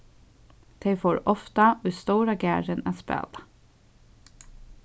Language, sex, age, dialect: Faroese, female, 15-35, Suðurstreymoy